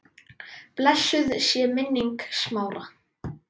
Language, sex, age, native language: Icelandic, male, 10, Icelandic